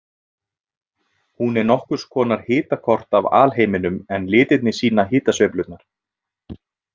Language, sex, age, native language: Icelandic, male, 30-39, Icelandic